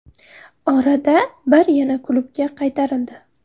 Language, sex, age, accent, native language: Uzbek, female, 18-24, Navoiy, Uzbek